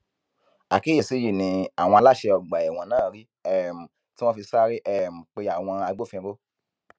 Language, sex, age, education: Yoruba, female, 15-29, tertiary